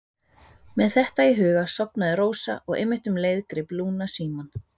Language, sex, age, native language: Icelandic, female, 30-39, Icelandic